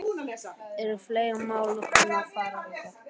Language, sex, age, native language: Icelandic, male, 13, Icelandic